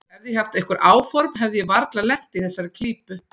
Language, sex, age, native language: Icelandic, female, 40-49, Icelandic